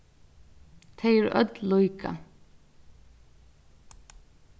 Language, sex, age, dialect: Faroese, female, 36-60, Norðurstreymoy/Eysturoy